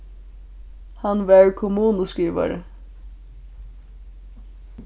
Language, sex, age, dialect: Faroese, female, 15-35, Suðurstreymoy